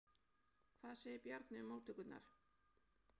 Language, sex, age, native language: Icelandic, female, 11, Icelandic